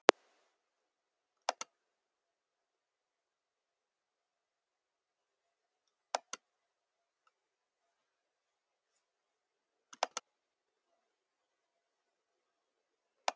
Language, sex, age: Icelandic, female, 40-49